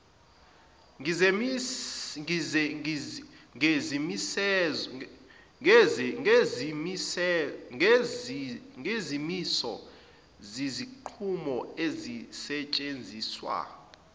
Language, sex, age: Zulu, male, 25